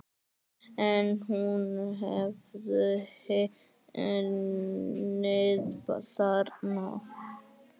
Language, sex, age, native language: Icelandic, male, 9, Icelandic